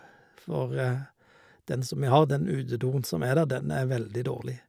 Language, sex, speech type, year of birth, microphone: Norwegian, male, spontaneous, 1951, Shure